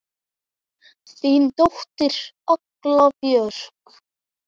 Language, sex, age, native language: Icelandic, male, 9, Icelandic